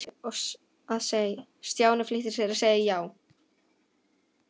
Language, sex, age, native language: Icelandic, female, 12, Icelandic